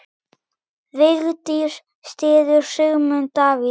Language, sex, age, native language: Icelandic, male, 8, Icelandic